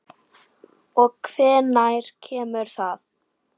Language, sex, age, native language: Icelandic, female, 9, Icelandic